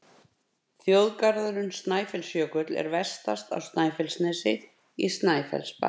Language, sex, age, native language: Icelandic, female, 50-59, Icelandic